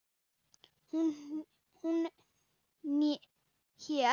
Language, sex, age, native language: Icelandic, female, 9, Icelandic